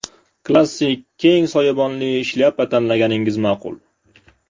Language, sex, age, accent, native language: Uzbek, male, 18-24, Namangan, Uzbek